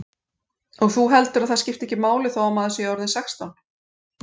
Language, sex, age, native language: Icelandic, female, 40-49, Icelandic